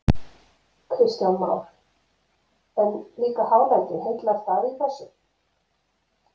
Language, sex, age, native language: Icelandic, female, 50-59, Icelandic